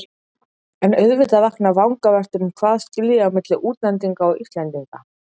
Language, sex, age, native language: Icelandic, female, 30-39, Icelandic